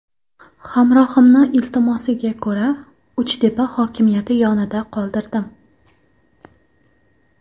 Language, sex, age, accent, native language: Uzbek, female, 18-24, Qoraqalpog'iston, Karakalpak